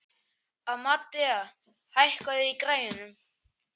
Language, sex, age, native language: Icelandic, male, 11, Icelandic